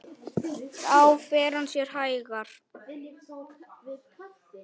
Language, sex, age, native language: Icelandic, male, 9, Icelandic